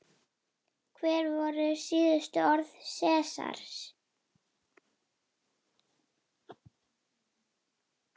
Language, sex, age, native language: Icelandic, female, 9, Icelandic